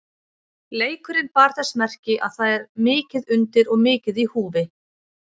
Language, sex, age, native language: Icelandic, female, 30-39, Icelandic